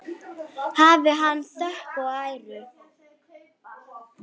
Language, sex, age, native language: Icelandic, female, 9, Icelandic